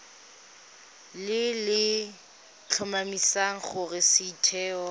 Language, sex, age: Tswana, female, 19